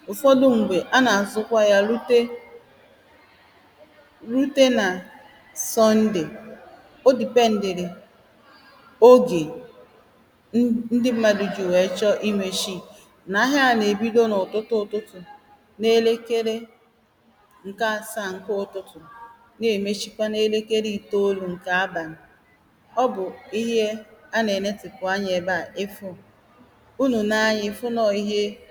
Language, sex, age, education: Igbo, female, 30-45, primary